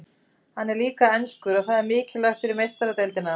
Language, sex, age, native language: Icelandic, female, 30-39, Icelandic